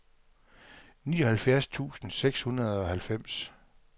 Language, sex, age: Danish, male, 42